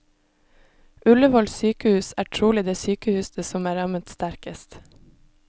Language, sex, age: Norwegian, female, 26